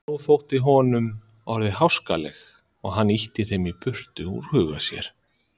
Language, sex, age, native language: Icelandic, male, 30-39, Icelandic